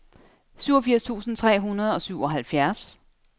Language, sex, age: Danish, female, 32